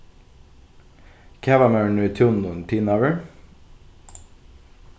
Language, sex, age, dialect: Faroese, male, 15-35, Norðuroyggjar